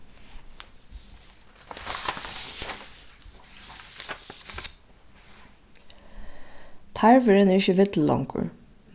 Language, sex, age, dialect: Faroese, female, 15-35, Suðurstreymoy